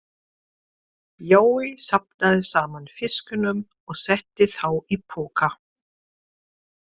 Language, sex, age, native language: Icelandic, female, 40-49, German